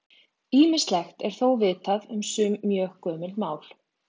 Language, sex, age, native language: Icelandic, female, 20-29, Icelandic